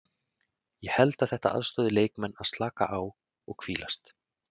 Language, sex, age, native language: Icelandic, male, 30-39, Icelandic